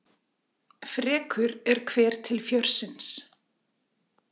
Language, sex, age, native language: Icelandic, female, 40-49, Icelandic